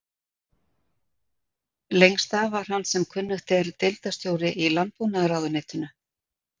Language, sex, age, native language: Icelandic, female, 60-69, Icelandic